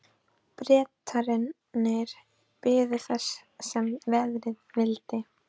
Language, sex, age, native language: Icelandic, female, 12, Icelandic